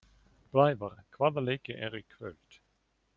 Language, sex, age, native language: Icelandic, male, 40-49, German